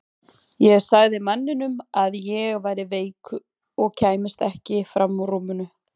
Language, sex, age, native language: Icelandic, female, 20-29, Icelandic